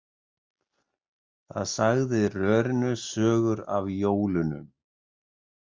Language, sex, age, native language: Icelandic, male, 60-69, Icelandic